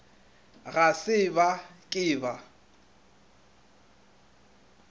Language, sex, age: Northern Sotho, male, 25